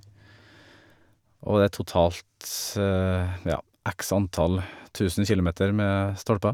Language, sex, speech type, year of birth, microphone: Norwegian, male, spontaneous, 1979, Shure